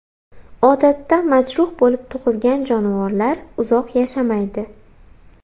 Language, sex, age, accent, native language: Uzbek, female, 18-24, Xorazm, Uzbek